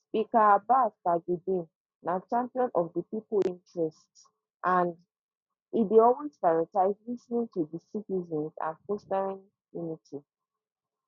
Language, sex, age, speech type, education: Nigerian Pidgin, female, 15-29, spontaneous, tertiary